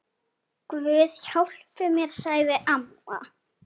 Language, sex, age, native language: Icelandic, female, 10, Icelandic